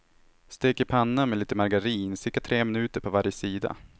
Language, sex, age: Swedish, male, 18